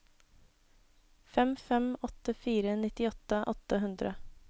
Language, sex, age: Norwegian, female, 26